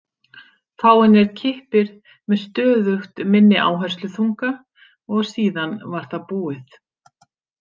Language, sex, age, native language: Icelandic, female, 50-59, Icelandic